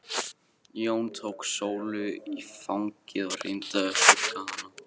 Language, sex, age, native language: Icelandic, male, 14, Icelandic